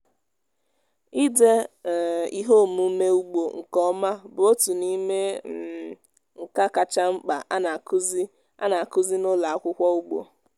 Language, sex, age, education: Igbo, female, 15-29, tertiary